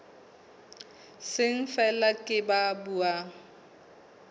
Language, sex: Southern Sotho, female